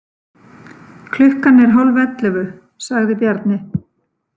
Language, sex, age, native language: Icelandic, female, 50-59, Icelandic